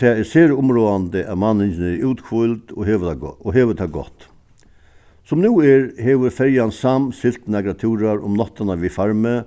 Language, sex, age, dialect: Faroese, male, 61+, Suðuroy